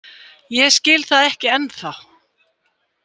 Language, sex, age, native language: Icelandic, female, 20-29, Icelandic